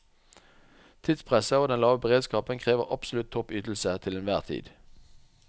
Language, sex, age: Norwegian, male, 44